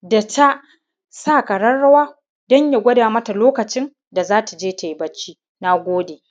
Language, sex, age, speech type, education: Hausa, male, 30-45, spontaneous, primary